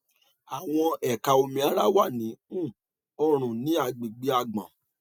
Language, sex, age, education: Yoruba, male, 30-45, tertiary